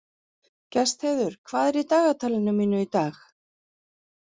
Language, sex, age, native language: Icelandic, female, 40-49, Icelandic